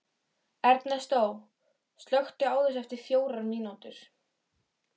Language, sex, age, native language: Icelandic, female, 13, Icelandic